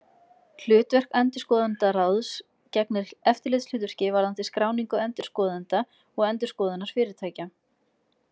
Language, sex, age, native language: Icelandic, female, 20-29, Icelandic